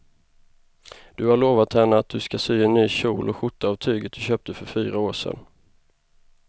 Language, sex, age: Swedish, male, 25